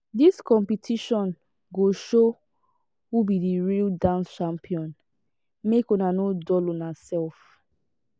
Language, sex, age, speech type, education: Nigerian Pidgin, female, 15-29, spontaneous, tertiary